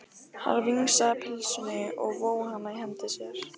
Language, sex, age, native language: Icelandic, female, 15, Lithuanian